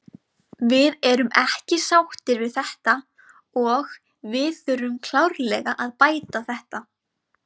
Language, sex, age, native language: Icelandic, female, 20-29, Icelandic